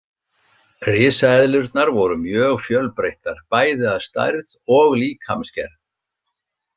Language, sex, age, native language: Icelandic, male, 60-69, Icelandic